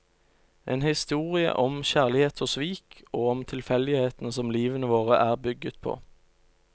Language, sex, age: Norwegian, male, 29